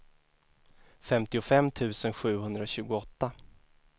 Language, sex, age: Swedish, male, 24